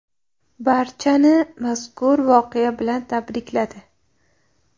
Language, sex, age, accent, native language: Uzbek, female, 19-29, Jizzax, Uzbek